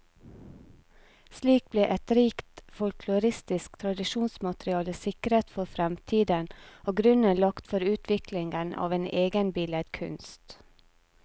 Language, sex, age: Norwegian, female, 34